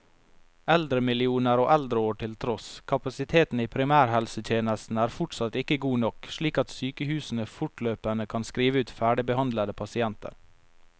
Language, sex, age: Norwegian, male, 22